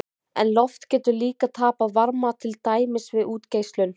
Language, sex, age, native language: Icelandic, female, 20-29, Icelandic